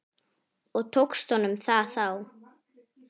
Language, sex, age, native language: Icelandic, female, 10, Icelandic